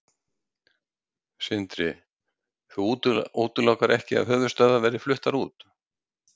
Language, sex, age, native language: Icelandic, male, 60-69, Icelandic